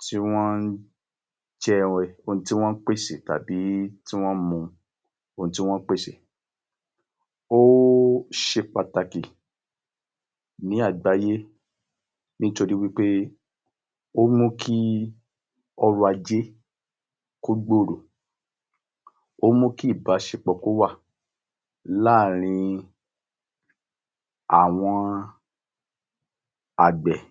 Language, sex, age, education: Yoruba, male, 60+, tertiary